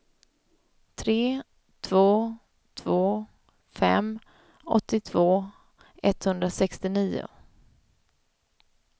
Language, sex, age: Swedish, female, 31